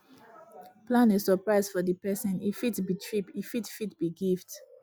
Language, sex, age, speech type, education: Nigerian Pidgin, female, 30-45, spontaneous, tertiary